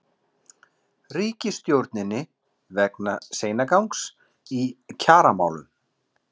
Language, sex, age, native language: Icelandic, male, 40-49, Icelandic